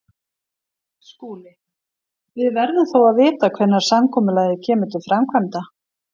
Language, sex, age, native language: Icelandic, female, 50-59, Icelandic